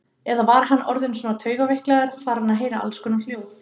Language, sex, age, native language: Icelandic, female, 30-39, Icelandic